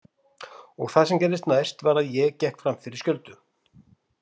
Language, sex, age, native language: Icelandic, male, 50-59, Icelandic